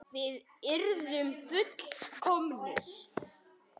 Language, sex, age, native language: Icelandic, male, 10, Icelandic